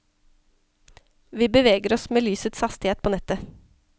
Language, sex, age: Norwegian, female, 34